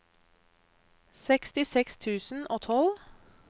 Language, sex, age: Norwegian, female, 32